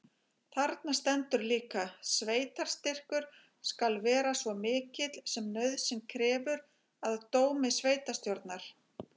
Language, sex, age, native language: Icelandic, female, 40-49, Icelandic